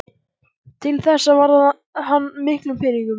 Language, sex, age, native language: Icelandic, male, 14, Icelandic